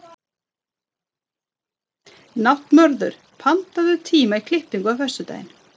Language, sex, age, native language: Icelandic, female, 30-39, Swedish